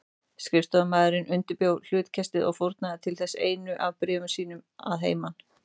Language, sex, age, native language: Icelandic, female, 30-39, Icelandic